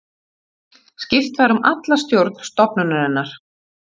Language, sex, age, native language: Icelandic, female, 40-49, Icelandic